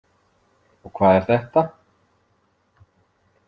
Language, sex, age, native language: Icelandic, male, 50-59, Icelandic